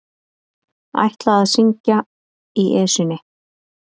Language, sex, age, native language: Icelandic, female, 30-39, Icelandic